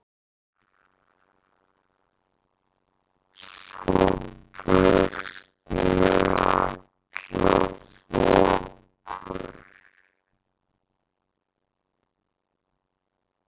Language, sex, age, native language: Icelandic, male, 50-59, Icelandic